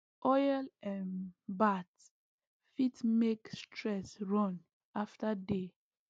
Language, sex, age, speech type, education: Nigerian Pidgin, female, 15-29, spontaneous, tertiary